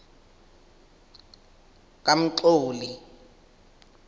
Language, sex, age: South Ndebele, male, 21